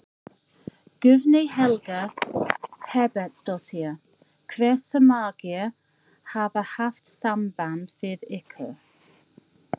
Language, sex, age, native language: Icelandic, female, 40-49, English